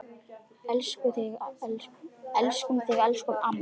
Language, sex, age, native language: Icelandic, other, 10, Icelandic